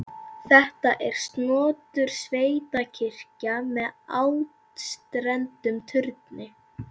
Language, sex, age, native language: Icelandic, female, 11, Icelandic